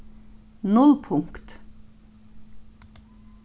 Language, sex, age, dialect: Faroese, female, 36-60, Norðurstreymoy/Eysturoy